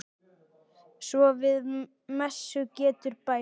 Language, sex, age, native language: Icelandic, male, 9, Icelandic